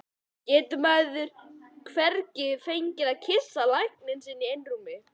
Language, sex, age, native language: Icelandic, male, 11, Icelandic